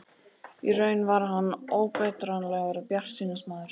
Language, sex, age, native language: Icelandic, male, 12, Icelandic